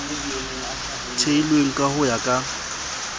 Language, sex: Southern Sotho, male